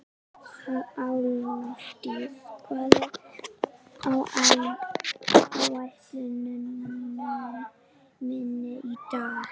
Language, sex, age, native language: Icelandic, female, 11, Icelandic